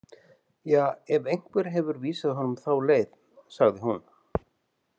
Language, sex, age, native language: Icelandic, male, 50-59, Icelandic